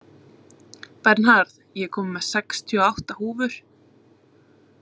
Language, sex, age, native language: Icelandic, female, 20-29, Icelandic